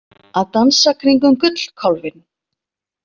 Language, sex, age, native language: Icelandic, female, 40-49, Icelandic